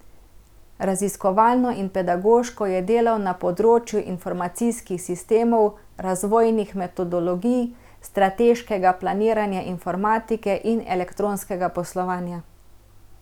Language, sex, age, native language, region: Slovenian, female, 30-49, Slovenian, Central Slovenia